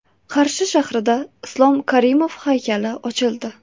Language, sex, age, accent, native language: Uzbek, female, 18-24, Toshkent viloyati, Uzbek